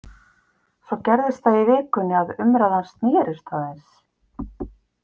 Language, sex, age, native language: Icelandic, female, 50-59, Icelandic